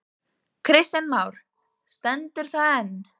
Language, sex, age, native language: Icelandic, female, 9, Icelandic